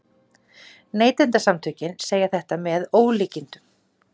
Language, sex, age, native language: Icelandic, female, 40-49, Icelandic